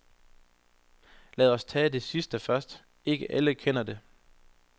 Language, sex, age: Danish, male, 25